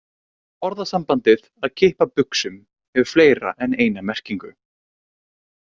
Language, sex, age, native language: Icelandic, male, 18-19, Icelandic